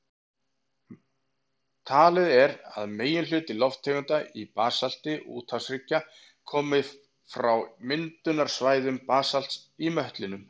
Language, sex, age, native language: Icelandic, male, 40-49, Icelandic